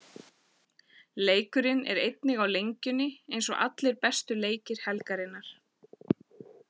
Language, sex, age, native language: Icelandic, female, 40-49, Icelandic